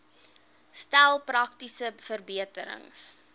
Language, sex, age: Afrikaans, female, 18